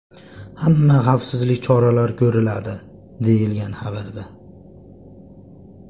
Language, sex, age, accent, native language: Uzbek, male, 25-34, Andijon, Uzbek